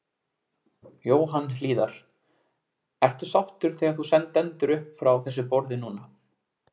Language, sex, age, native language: Icelandic, male, 20-29, Icelandic